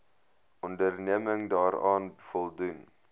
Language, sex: Afrikaans, male